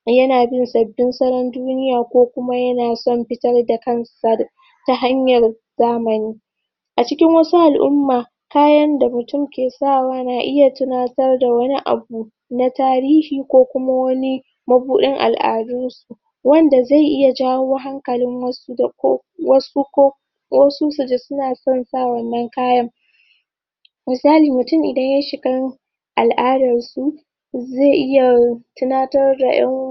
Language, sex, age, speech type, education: Hausa, female, 15-29, spontaneous, tertiary